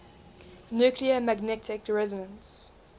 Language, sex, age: English, female, 20